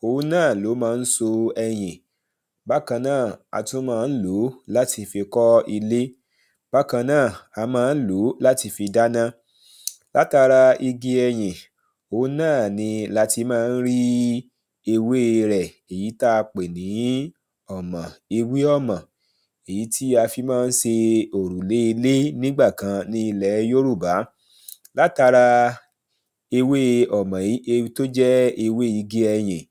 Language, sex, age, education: Yoruba, male, 30-45, primary